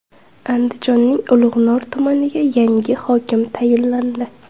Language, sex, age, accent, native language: Uzbek, female, 18-24, Surxondaryo, Uzbek